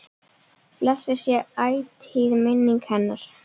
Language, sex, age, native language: Icelandic, female, 10, Icelandic